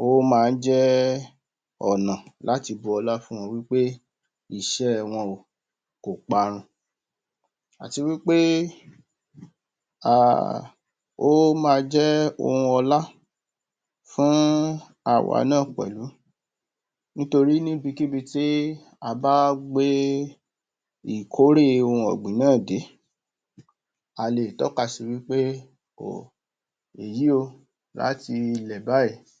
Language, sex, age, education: Yoruba, male, 46-60, tertiary